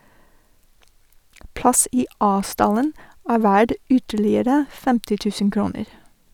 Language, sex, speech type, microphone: Norwegian, female, read, Sennheiser